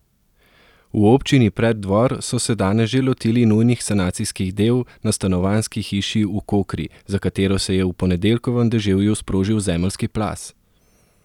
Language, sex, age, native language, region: Slovenian, male, 30-49, Slovenian, Southeast Slovenia